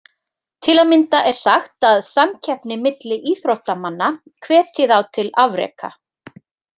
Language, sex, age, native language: Icelandic, female, 30-39, Icelandic